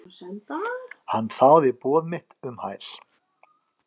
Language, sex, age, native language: Icelandic, other, 50-59, Icelandic